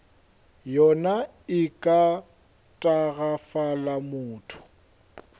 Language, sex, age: Northern Sotho, male, 21